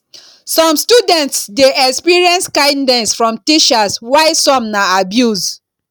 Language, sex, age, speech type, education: Nigerian Pidgin, female, 30-45, spontaneous, tertiary